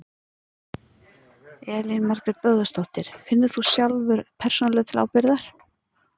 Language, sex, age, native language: Icelandic, female, 50-59, Icelandic